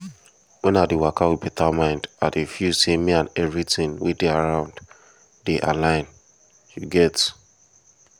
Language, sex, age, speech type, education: Nigerian Pidgin, male, 15-29, spontaneous, tertiary